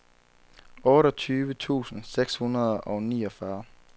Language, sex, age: Danish, male, 23